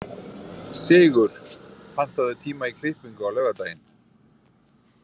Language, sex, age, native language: Icelandic, male, 40-49, Icelandic